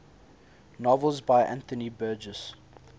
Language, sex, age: English, male, 22